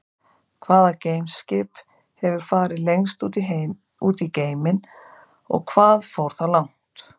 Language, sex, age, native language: Icelandic, female, 50-59, Icelandic